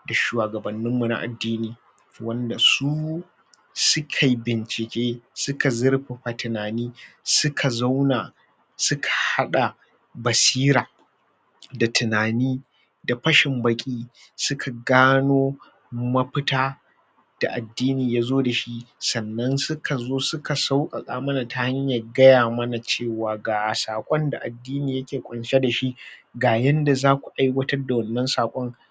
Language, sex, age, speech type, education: Hausa, male, 30-45, spontaneous, tertiary